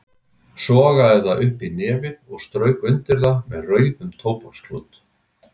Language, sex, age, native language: Icelandic, male, 60-69, Icelandic